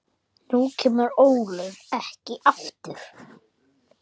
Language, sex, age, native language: Icelandic, male, 8, Icelandic